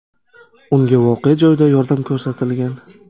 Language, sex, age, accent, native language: Uzbek, male, 18-24, Toshkent shahri, Uzbek